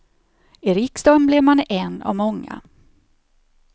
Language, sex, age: Swedish, female, 54